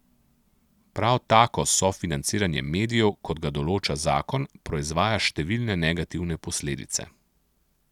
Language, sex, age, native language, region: Slovenian, male, 30-49, Slovenian, Central Slovenia